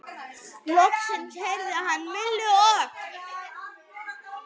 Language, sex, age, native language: Icelandic, female, 9, Icelandic